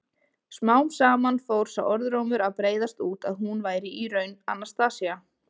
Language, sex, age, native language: Icelandic, female, 20-29, Icelandic